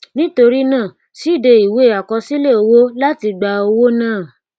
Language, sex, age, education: Yoruba, female, 15-29, tertiary